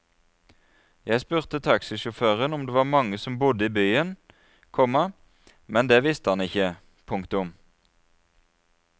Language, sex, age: Norwegian, male, 33